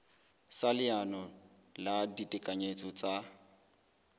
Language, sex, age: Southern Sotho, male, 21